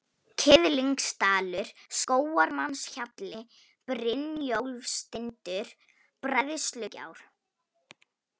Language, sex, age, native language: Icelandic, female, 18-19, Polish